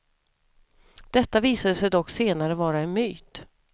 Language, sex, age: Swedish, female, 32